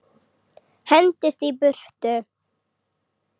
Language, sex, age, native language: Icelandic, female, 8, Icelandic